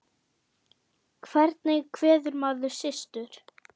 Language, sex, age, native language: Icelandic, female, 8, German